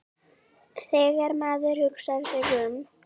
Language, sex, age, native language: Icelandic, female, 9, Icelandic